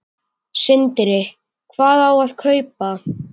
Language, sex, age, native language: Icelandic, male, 9, Icelandic